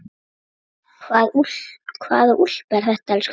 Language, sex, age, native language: Icelandic, female, 9, Icelandic